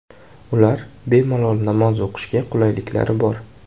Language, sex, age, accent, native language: Uzbek, male, 18-24, Jizzax, Uzbek